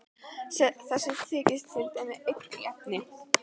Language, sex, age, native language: Icelandic, female, 12, Icelandic